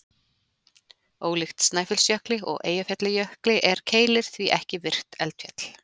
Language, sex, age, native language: Icelandic, female, 40-49, Icelandic